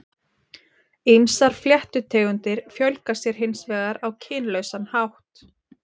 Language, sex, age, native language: Icelandic, female, 30-39, Icelandic